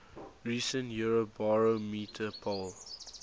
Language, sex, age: English, male, 19